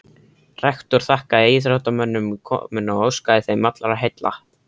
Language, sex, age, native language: Icelandic, male, 13, Icelandic